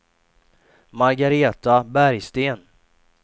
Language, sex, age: Swedish, male, 28